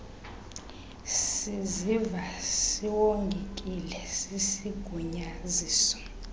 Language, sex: Xhosa, female